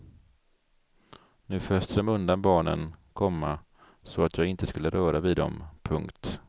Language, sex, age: Swedish, male, 42